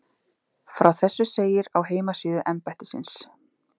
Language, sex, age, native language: Icelandic, female, 30-39, Icelandic